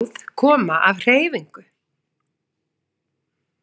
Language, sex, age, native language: Icelandic, female, 40-49, Icelandic